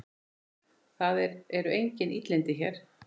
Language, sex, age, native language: Icelandic, male, 9, Icelandic